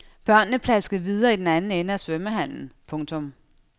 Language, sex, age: Danish, female, 32